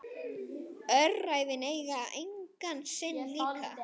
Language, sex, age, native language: Icelandic, male, 9, Icelandic